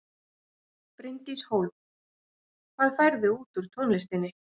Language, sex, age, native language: Icelandic, female, 40-49, Icelandic